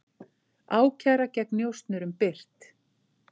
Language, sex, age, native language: Icelandic, female, 50-59, Icelandic